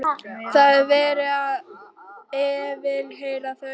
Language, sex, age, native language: Icelandic, female, 12, Icelandic